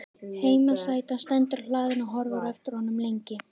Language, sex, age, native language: Icelandic, female, 13, Icelandic